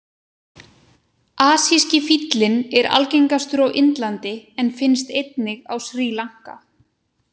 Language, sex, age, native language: Icelandic, female, 20-29, Icelandic